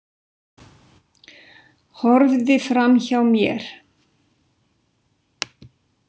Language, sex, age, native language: Icelandic, female, 60-69, Icelandic